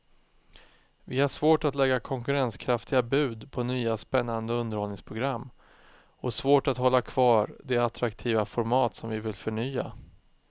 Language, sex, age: Swedish, male, 36